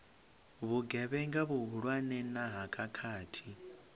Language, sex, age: Venda, male, 25